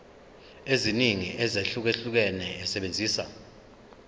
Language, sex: Zulu, male